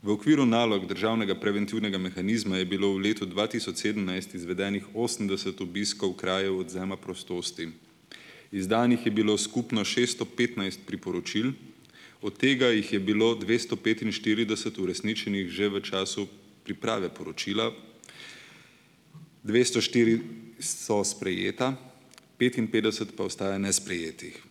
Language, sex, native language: Slovenian, male, Slovenian